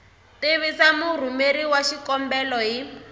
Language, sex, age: Tsonga, female, 23